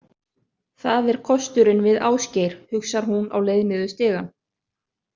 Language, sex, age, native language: Icelandic, other, 30-39, Icelandic